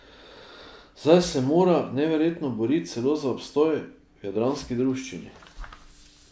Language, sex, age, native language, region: Slovenian, male, 50-59, Slovenian, Drava region